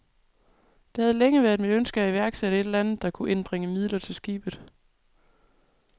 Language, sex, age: Danish, female, 37